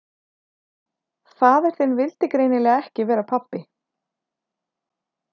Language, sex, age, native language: Icelandic, female, 30-39, Icelandic